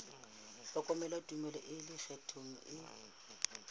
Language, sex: Southern Sotho, female